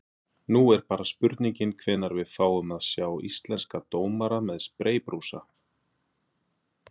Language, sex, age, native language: Icelandic, male, 40-49, Icelandic